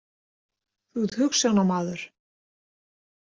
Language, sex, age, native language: Icelandic, female, 60-69, Icelandic